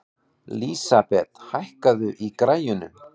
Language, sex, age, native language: Icelandic, male, 18-19, Icelandic